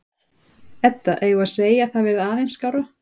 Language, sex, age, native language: Icelandic, female, 30-39, Icelandic